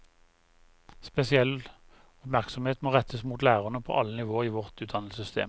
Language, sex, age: Norwegian, male, 51